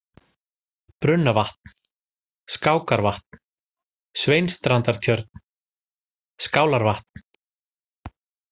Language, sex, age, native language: Icelandic, male, 40-49, Icelandic